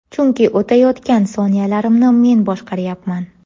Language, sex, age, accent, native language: Uzbek, female, 18-24, Navoiy, Uzbek